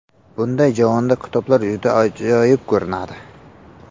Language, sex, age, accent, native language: Uzbek, male, 18-24, Samarqand, Uzbek